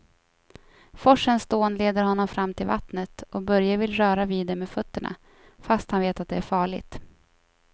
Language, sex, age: Swedish, female, 24